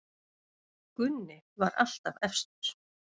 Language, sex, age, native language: Icelandic, male, 9, Icelandic